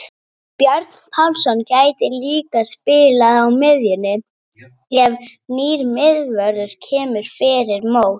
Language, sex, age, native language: Icelandic, female, 30-39, Icelandic